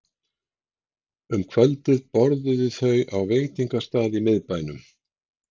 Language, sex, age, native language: Icelandic, male, 60-69, Icelandic